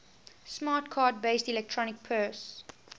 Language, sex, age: English, female, 18